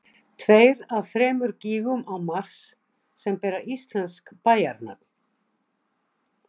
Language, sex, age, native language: Icelandic, female, 60-69, Icelandic